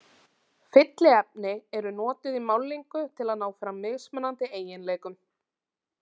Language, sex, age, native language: Icelandic, female, 30-39, Icelandic